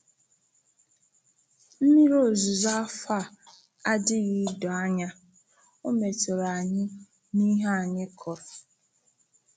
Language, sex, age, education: Igbo, female, 15-29, tertiary